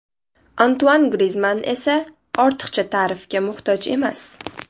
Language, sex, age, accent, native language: Uzbek, female, 18-24, Toshkent shahri, Uzbek